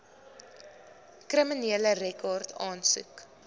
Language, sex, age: Afrikaans, female, 20